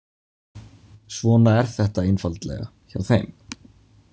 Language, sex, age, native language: Icelandic, male, 20-29, Icelandic